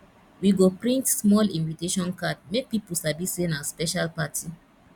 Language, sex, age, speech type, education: Nigerian Pidgin, female, 30-45, spontaneous, tertiary